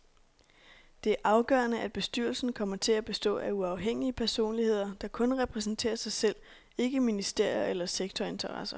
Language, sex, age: Danish, female, 26